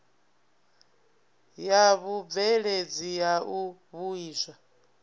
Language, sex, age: Venda, female, 24